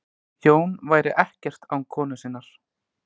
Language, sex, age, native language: Icelandic, male, 20-29, Icelandic